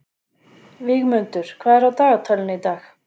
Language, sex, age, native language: Icelandic, female, 40-49, Icelandic